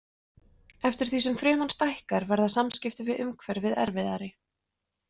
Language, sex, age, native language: Icelandic, female, 20-29, Icelandic